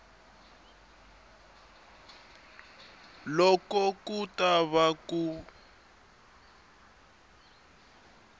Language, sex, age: Tsonga, male, 21